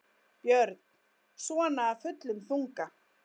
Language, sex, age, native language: Icelandic, female, 10, Icelandic